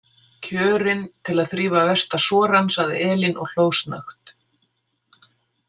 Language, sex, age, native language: Icelandic, female, 60-69, Icelandic